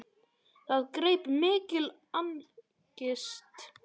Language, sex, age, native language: Icelandic, male, 10, Icelandic